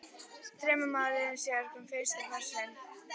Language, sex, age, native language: Icelandic, female, 11, Icelandic